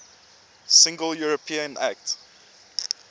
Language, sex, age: English, male, 24